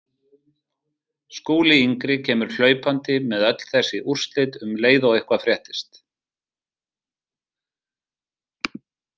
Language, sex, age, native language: Icelandic, male, 40-49, Icelandic